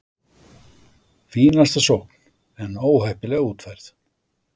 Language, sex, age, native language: Icelandic, male, 60-69, Icelandic